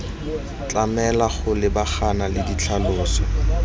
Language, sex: Tswana, male